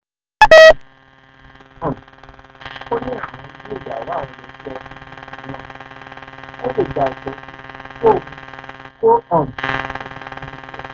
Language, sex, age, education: Yoruba, male, 15-29, tertiary